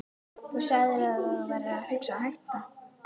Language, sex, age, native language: Icelandic, female, 11, Icelandic